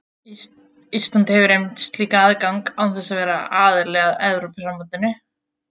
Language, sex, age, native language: Icelandic, female, 20-29, Icelandic